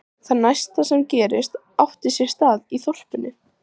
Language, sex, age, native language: Icelandic, female, 14, Icelandic